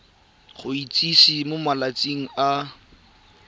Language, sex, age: Tswana, male, 23